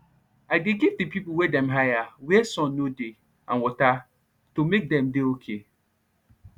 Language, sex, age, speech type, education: Nigerian Pidgin, male, 15-29, spontaneous, tertiary